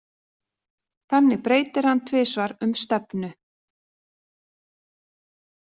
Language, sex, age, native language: Icelandic, female, 40-49, Icelandic